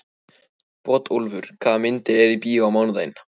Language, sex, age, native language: Icelandic, male, 14, Icelandic